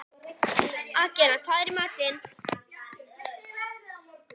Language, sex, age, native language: Icelandic, female, 11, Icelandic